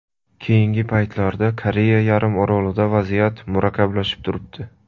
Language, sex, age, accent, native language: Uzbek, male, 25-34, Buxoro, Uzbek